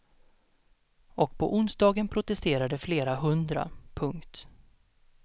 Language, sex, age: Swedish, male, 32